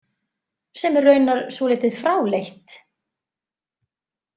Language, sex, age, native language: Icelandic, female, 20-29, Icelandic